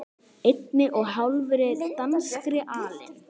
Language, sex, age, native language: Icelandic, female, 10, Icelandic